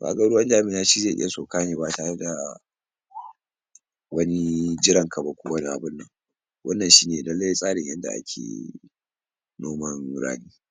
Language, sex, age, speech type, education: Hausa, male, 46-60, spontaneous, tertiary